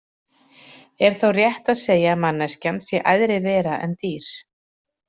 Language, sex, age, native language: Icelandic, female, 40-49, Icelandic